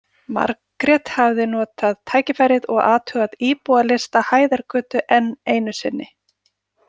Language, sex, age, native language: Icelandic, female, 40-49, Icelandic